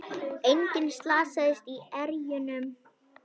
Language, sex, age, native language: Icelandic, female, 21, Icelandic